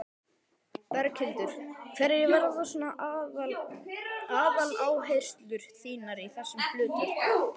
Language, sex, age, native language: Icelandic, male, 12, Icelandic